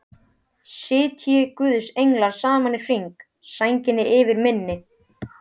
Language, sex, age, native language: Icelandic, male, 12, Icelandic